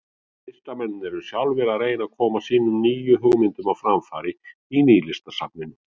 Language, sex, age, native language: Icelandic, male, 40-49, Icelandic